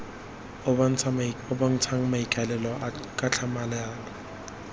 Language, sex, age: Tswana, male, 21